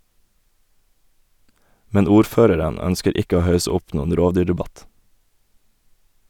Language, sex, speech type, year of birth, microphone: Norwegian, male, read, 1991, Sennheiser